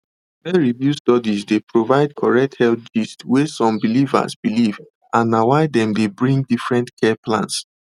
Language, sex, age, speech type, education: Nigerian Pidgin, male, 15-29, spontaneous, tertiary